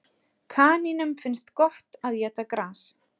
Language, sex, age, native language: Icelandic, female, 30-39, Icelandic